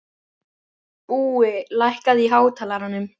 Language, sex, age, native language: Icelandic, male, 11, Icelandic